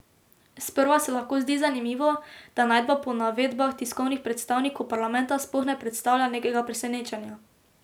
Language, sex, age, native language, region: Slovenian, female, 18-29, Slovenian, Drava region